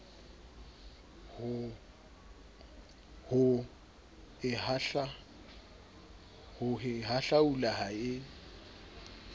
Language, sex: Southern Sotho, male